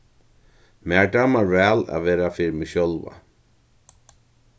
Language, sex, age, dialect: Faroese, male, 61+, Norðurstreymoy/Eysturoy